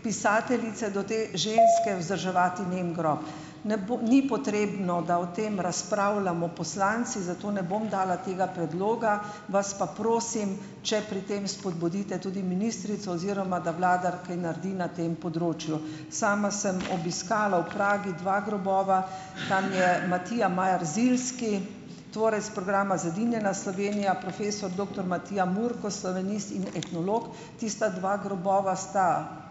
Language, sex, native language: Slovenian, female, Slovenian